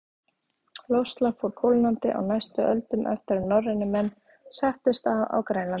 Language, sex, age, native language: Icelandic, female, 30-39, Icelandic